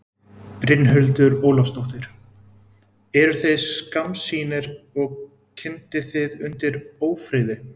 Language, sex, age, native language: Icelandic, male, 20-29, Icelandic